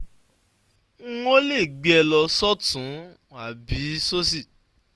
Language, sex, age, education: Yoruba, male, 15-29, tertiary